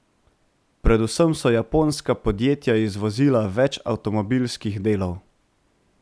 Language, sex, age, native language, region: Slovenian, male, 18-29, Slovenian, Central Slovenia